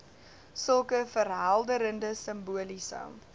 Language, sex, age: Afrikaans, female, 19